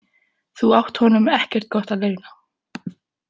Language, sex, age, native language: Icelandic, female, 18-19, Icelandic